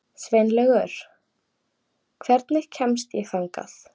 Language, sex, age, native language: Icelandic, female, 18-19, Icelandic